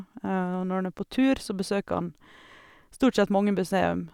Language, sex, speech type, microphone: Norwegian, female, spontaneous, Sennheiser